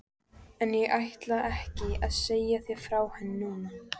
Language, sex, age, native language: Icelandic, female, 14, Icelandic